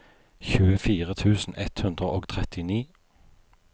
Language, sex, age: Norwegian, male, 43